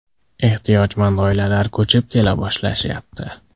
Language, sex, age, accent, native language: Uzbek, male, 18-24, Andijon, Uzbek